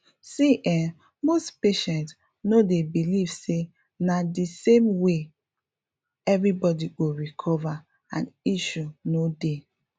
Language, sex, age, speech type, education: Nigerian Pidgin, female, 15-29, spontaneous, tertiary